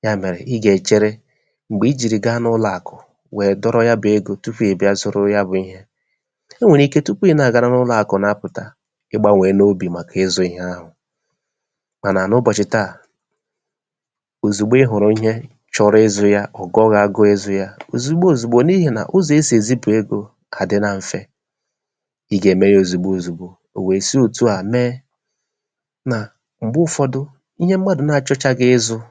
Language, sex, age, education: Igbo, male, 30-45, tertiary